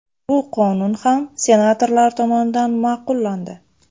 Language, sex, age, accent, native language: Uzbek, female, 25-34, Buxoro, Uzbek